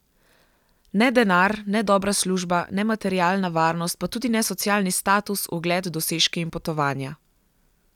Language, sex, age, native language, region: Slovenian, female, 18-29, Slovenian, Gorenjska region